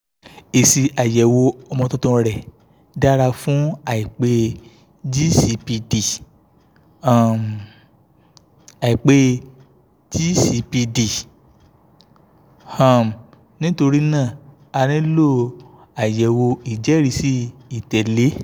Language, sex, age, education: Yoruba, male, 15-29, tertiary